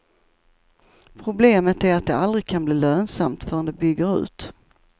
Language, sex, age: Swedish, female, 54